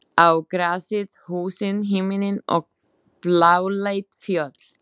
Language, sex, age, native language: Icelandic, female, 20-29, Slovak